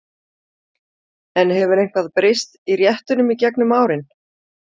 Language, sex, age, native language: Icelandic, female, 40-49, Icelandic